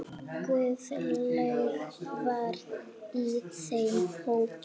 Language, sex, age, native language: Icelandic, female, 8, Icelandic